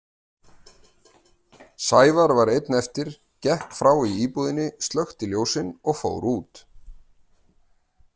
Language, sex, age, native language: Icelandic, male, 30-39, Icelandic